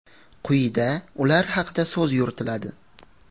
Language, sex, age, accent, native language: Uzbek, male, 18-24, Qashqadaryo, Uzbek